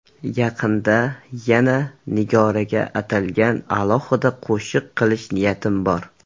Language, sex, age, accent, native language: Uzbek, male, 18-24, Surxondaryo, Uzbek